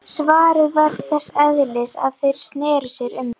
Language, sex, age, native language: Icelandic, female, 11, Icelandic